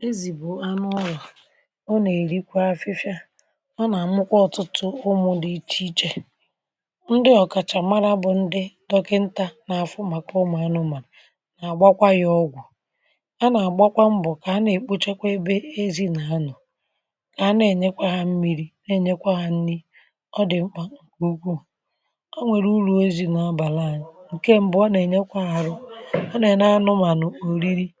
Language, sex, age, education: Igbo, male, 30-45, tertiary